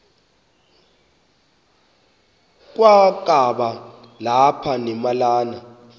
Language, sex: Xhosa, male